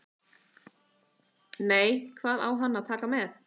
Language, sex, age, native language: Icelandic, female, 30-39, Icelandic